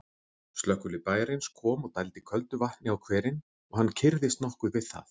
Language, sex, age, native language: Icelandic, male, 40-49, Icelandic